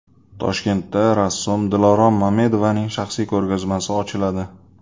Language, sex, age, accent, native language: Uzbek, male, 25-34, Sirdaryo, Uzbek